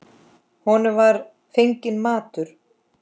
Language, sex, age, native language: Icelandic, female, 10, Icelandic